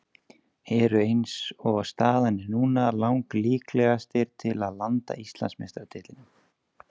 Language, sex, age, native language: Icelandic, male, 20-29, Icelandic